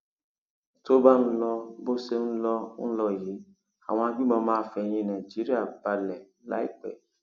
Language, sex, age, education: Yoruba, male, 46-60, tertiary